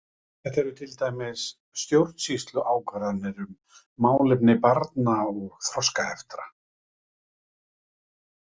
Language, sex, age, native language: Icelandic, male, 50-59, Icelandic